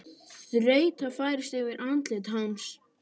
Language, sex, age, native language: Icelandic, male, 10, Icelandic